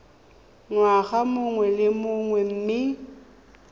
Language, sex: Tswana, female